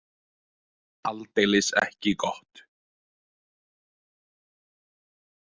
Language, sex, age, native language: Icelandic, male, 20-29, Icelandic